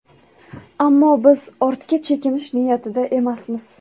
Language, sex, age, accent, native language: Uzbek, female, 18-24, Toshkent viloyati, Uzbek